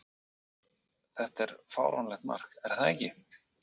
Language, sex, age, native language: Icelandic, male, 40-49, Icelandic